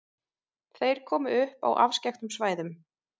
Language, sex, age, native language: Icelandic, female, 30-39, Icelandic